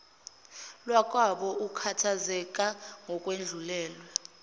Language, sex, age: Zulu, female, 25